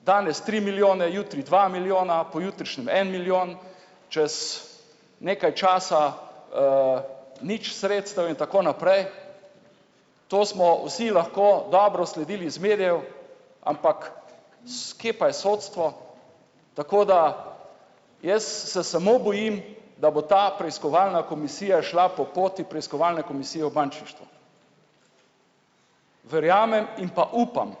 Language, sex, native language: Slovenian, male, Slovenian